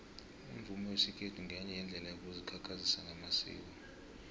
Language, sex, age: South Ndebele, male, 20